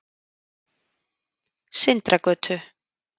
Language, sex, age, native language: Icelandic, female, 30-39, Icelandic